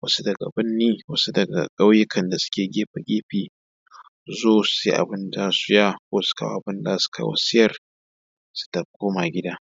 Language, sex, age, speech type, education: Hausa, male, 15-29, spontaneous, tertiary